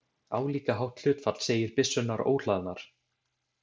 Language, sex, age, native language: Icelandic, male, 20-29, Icelandic